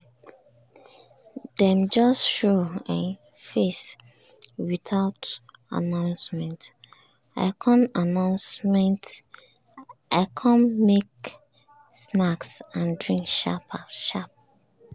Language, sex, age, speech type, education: Nigerian Pidgin, female, 30-45, spontaneous, tertiary